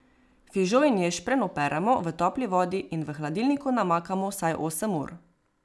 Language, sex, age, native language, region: Slovenian, female, 18-29, Slovenian, Savinja region